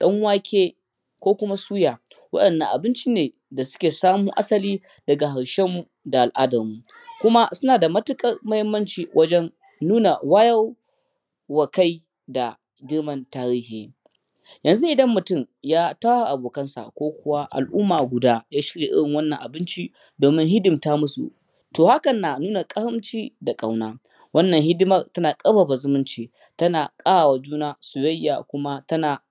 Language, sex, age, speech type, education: Hausa, male, 15-29, spontaneous, primary